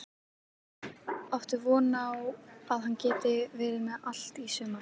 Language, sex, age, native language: Icelandic, female, 18-19, Icelandic